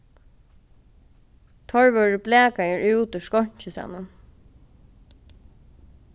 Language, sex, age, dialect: Faroese, female, 15-35, Norðuroyggjar